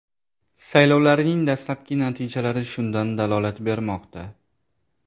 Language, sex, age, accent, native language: Uzbek, male, 18-24, Jizzax, Uzbek